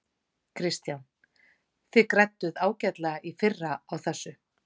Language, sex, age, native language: Icelandic, female, 40-49, Icelandic